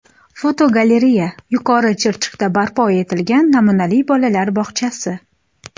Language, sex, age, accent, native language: Uzbek, female, 18-24, Xorazm, Uzbek